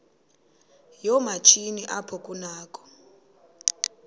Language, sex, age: Xhosa, female, 22